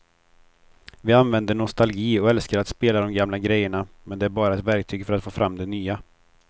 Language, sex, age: Swedish, male, 23